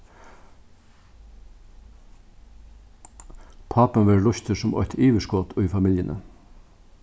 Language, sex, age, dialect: Faroese, male, 61+, Norðuroyggjar